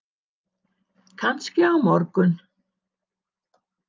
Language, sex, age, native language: Icelandic, female, 60-69, Icelandic